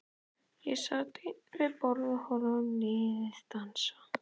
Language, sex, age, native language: Icelandic, male, 11, Icelandic